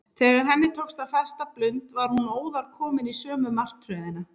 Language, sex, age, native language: Icelandic, female, 30-39, Icelandic